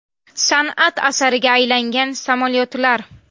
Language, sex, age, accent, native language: Uzbek, female, 19-29, Namangan, Uzbek